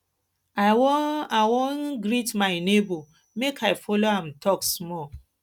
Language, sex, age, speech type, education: Nigerian Pidgin, female, 30-45, spontaneous, tertiary